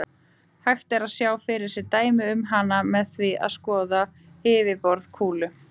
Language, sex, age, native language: Icelandic, female, 30-39, Icelandic